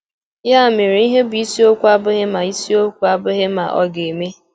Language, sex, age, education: Igbo, female, 15-29, tertiary